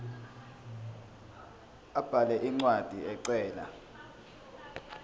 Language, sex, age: Zulu, male, 18